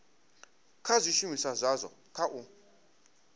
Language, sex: Venda, male